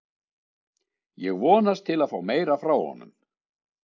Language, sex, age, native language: Icelandic, male, 60-69, Icelandic